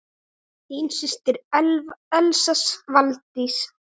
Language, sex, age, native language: Icelandic, male, 9, Icelandic